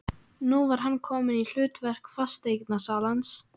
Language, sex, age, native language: Icelandic, female, 14, Icelandic